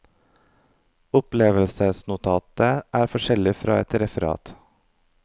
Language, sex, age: Norwegian, male, 32